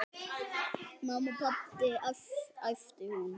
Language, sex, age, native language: Icelandic, male, 8, Icelandic